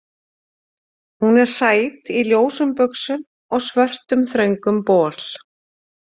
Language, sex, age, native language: Icelandic, female, 40-49, Icelandic